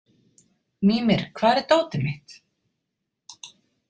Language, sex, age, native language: Icelandic, female, 30-39, Icelandic